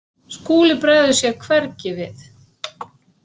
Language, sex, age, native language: Icelandic, female, 60-69, Icelandic